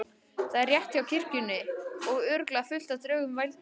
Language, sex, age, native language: Icelandic, male, 18-19, Icelandic